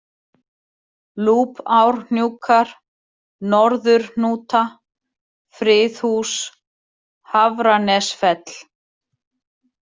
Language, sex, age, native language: Icelandic, female, 40-49, Icelandic